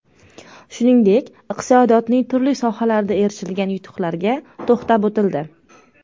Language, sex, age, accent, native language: Uzbek, female, under 19, Toshkent viloyati, Uzbek